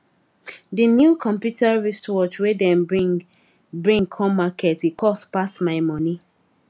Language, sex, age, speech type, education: Nigerian Pidgin, female, 15-29, spontaneous, tertiary